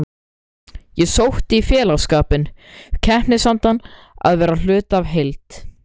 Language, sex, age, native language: Icelandic, male, 13, Icelandic